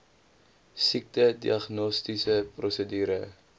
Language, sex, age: Afrikaans, male, 20